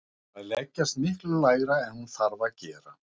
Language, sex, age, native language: Icelandic, female, 40-49, Russian